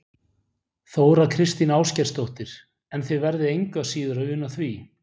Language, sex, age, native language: Icelandic, male, 40-49, Icelandic